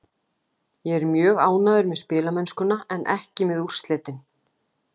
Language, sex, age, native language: Icelandic, female, 18-19, Icelandic